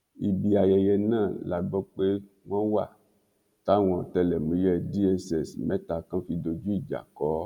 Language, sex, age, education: Yoruba, male, 46-60, tertiary